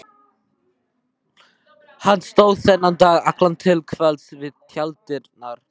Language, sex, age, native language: Icelandic, male, 12, Icelandic